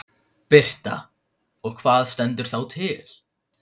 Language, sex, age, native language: Icelandic, male, 15, Icelandic